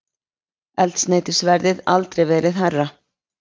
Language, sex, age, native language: Icelandic, female, 20-29, Icelandic